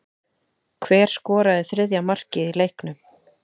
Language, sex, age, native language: Icelandic, female, 30-39, Icelandic